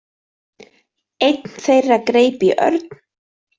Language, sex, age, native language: Icelandic, female, 30-39, Icelandic